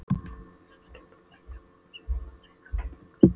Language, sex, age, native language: Icelandic, female, 12, Polish